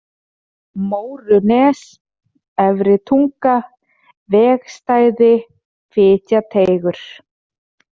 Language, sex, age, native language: Icelandic, female, 30-39, Icelandic